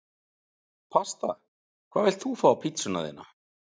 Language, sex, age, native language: Icelandic, male, 40-49, Icelandic